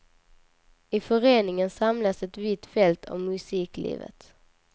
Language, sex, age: Swedish, female, 19